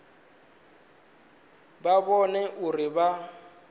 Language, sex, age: Venda, male, 19